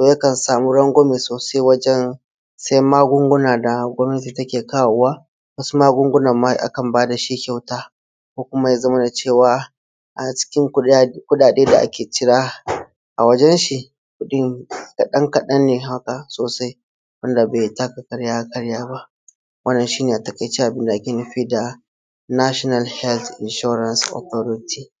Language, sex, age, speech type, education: Hausa, male, 15-29, spontaneous, tertiary